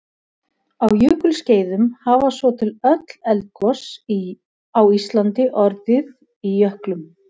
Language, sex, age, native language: Icelandic, female, 50-59, Icelandic